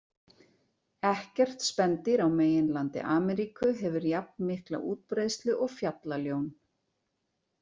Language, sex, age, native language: Icelandic, female, 40-49, Icelandic